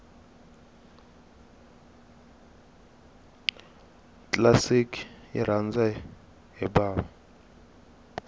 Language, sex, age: Tsonga, male, 21